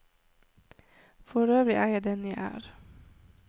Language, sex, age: Norwegian, female, 26